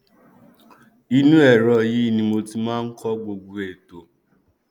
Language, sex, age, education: Yoruba, male, 15-29, tertiary